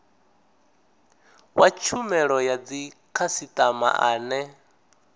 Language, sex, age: Venda, male, 19